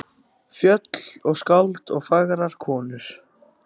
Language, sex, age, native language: Icelandic, other, 14, Icelandic